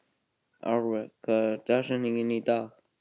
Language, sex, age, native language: Icelandic, male, 18-19, Icelandic